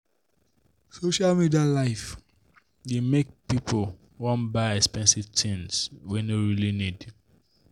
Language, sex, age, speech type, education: Nigerian Pidgin, male, 15-29, spontaneous, tertiary